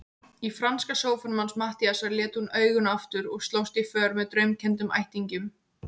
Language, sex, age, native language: Icelandic, female, 18-19, Icelandic